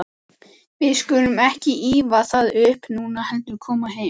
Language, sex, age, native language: Icelandic, female, 14, Icelandic